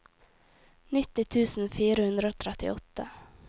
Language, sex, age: Norwegian, female, 18